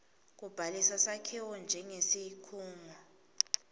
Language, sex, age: Swati, female, 19